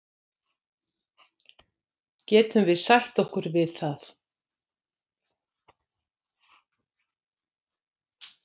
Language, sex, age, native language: Icelandic, female, 60-69, Icelandic